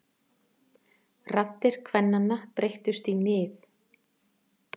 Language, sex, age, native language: Icelandic, female, 40-49, Icelandic